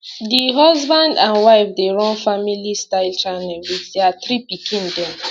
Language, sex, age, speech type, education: Nigerian Pidgin, female, 15-29, spontaneous, tertiary